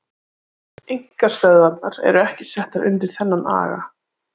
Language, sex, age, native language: Icelandic, female, 30-39, Icelandic